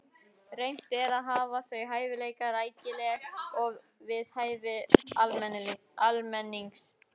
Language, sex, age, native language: Icelandic, female, 18-19, Icelandic